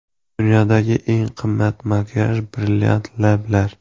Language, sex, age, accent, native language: Uzbek, male, 18-24, Xorazm, Uzbek